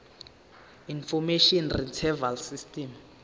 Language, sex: Zulu, male